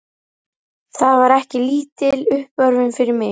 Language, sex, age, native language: Icelandic, female, 11, Icelandic